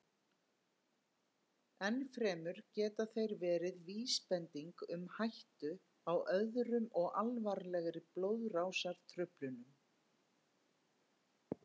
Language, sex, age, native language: Icelandic, female, 50-59, Icelandic